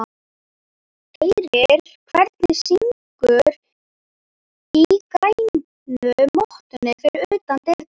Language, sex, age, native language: Icelandic, male, 11, Icelandic